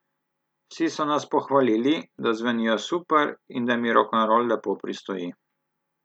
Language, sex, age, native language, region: Slovenian, male, 30-49, Slovenian, Southeast Slovenia